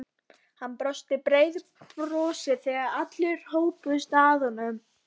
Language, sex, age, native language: Icelandic, female, 12, Icelandic